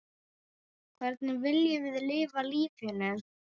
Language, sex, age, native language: Icelandic, female, 8, Icelandic